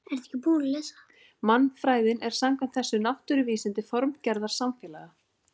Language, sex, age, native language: Icelandic, female, 40-49, Icelandic